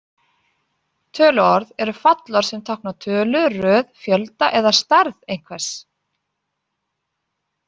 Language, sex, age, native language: Icelandic, female, 40-49, Icelandic